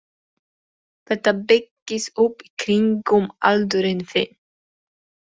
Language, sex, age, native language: Icelandic, female, 20-29, Polish